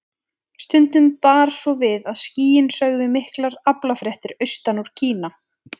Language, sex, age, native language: Icelandic, female, 20-29, Icelandic